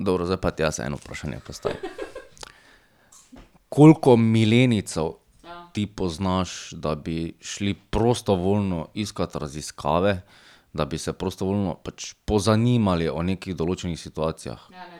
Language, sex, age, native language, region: Slovenian, male, 30-49, Slovenian, Drava region